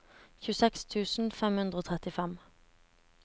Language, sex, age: Norwegian, female, 17